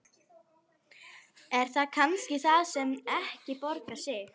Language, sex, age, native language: Icelandic, female, 11, Icelandic